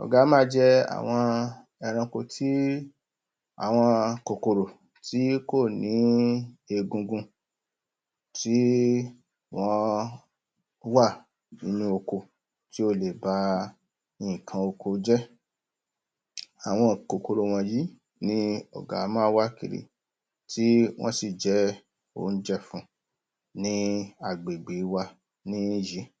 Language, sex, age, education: Yoruba, male, 46-60, tertiary